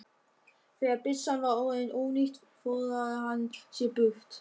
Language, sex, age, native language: Icelandic, male, 13, German